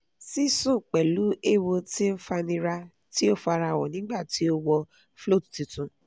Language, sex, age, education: Yoruba, female, 15-29, tertiary